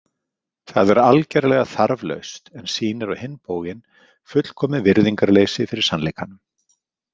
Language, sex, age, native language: Icelandic, male, 50-59, Icelandic